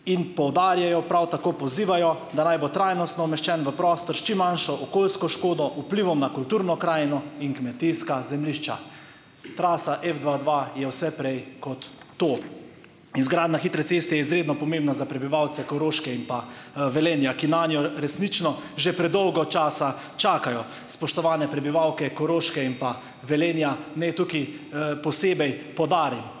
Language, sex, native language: Slovenian, male, Slovenian